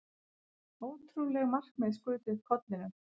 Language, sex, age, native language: Icelandic, female, 50-59, Icelandic